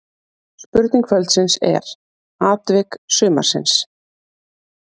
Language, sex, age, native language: Icelandic, female, 30-39, Icelandic